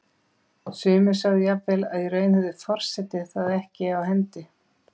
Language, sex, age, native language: Icelandic, female, 50-59, Icelandic